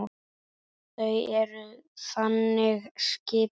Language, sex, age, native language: Icelandic, female, 9, Icelandic